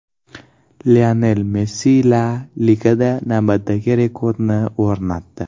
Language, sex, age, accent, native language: Uzbek, male, 12-17, Toshkent shahri, Uzbek